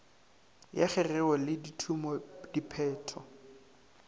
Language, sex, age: Northern Sotho, male, 19